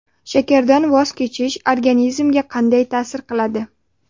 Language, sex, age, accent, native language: Uzbek, female, 18-24, Sirdaryo, Uzbek